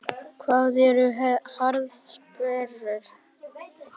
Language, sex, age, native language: Icelandic, other, 60-69, Icelandic